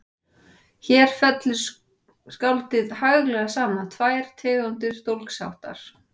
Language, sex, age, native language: Icelandic, female, 40-49, Icelandic